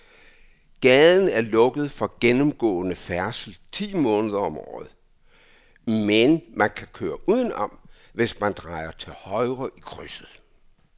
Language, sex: Danish, male